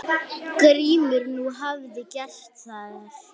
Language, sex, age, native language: Icelandic, female, 8, Icelandic